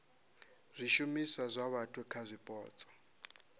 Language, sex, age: Venda, male, 26